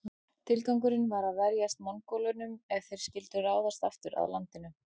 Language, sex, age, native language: Icelandic, female, 40-49, Icelandic